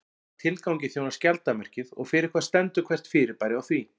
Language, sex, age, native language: Icelandic, male, 40-49, Icelandic